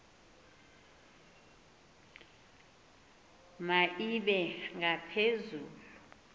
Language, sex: Xhosa, female